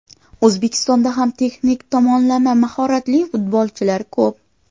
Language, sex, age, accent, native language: Uzbek, female, 18-24, Qashqadaryo, Uzbek